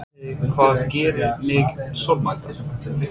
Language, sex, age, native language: Icelandic, male, 30-39, English